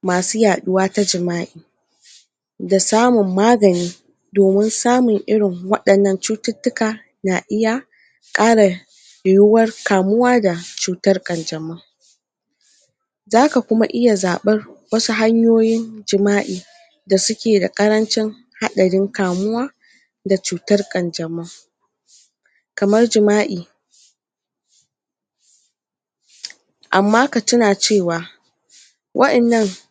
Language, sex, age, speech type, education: Hausa, female, 46-60, spontaneous, tertiary